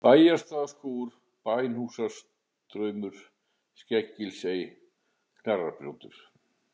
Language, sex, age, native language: Icelandic, male, 50-59, Icelandic